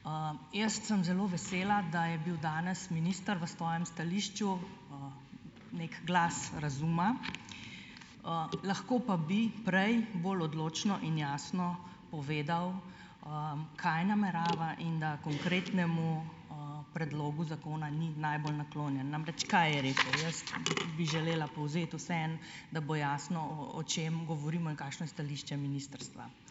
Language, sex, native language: Slovenian, female, Slovenian